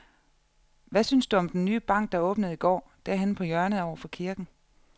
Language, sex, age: Danish, female, 34